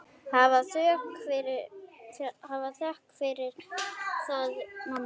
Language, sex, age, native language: Icelandic, female, 9, Icelandic